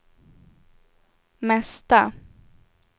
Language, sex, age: Swedish, female, 18